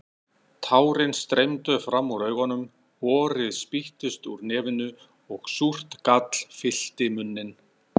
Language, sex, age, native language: Icelandic, male, 60-69, Icelandic